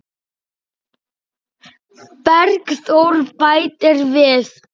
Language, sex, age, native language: Icelandic, male, 9, Icelandic